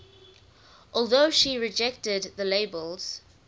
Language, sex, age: English, female, 19